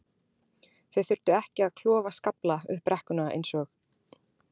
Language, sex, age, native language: Icelandic, female, 20-29, Icelandic